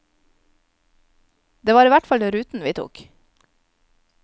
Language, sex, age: Norwegian, female, 22